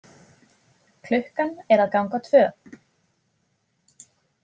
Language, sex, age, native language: Icelandic, female, 20-29, Icelandic